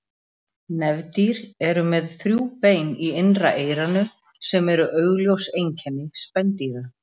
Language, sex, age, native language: Icelandic, female, 40-49, Icelandic